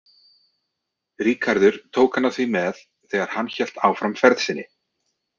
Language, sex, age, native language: Icelandic, male, 30-39, Icelandic